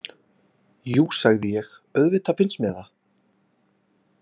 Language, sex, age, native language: Icelandic, male, 20-29, Icelandic